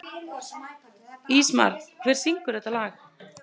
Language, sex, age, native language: Icelandic, female, 30-39, Icelandic